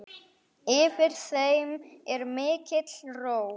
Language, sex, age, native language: Icelandic, male, 9, Icelandic